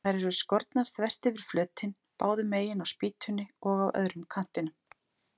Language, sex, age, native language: Icelandic, female, 40-49, Icelandic